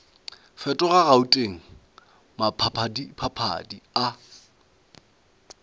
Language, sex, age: Northern Sotho, male, 22